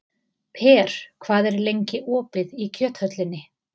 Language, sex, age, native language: Icelandic, female, 30-39, Icelandic